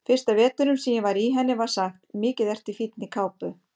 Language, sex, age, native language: Icelandic, female, 50-59, Icelandic